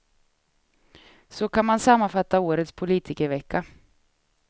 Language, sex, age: Swedish, female, 36